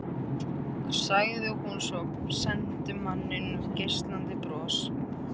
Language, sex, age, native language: Icelandic, male, 13, Icelandic